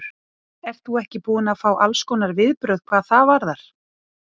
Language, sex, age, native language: Icelandic, female, 40-49, Icelandic